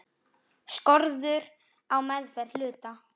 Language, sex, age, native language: Icelandic, female, 7, Icelandic